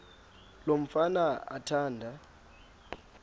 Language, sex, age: Xhosa, male, 19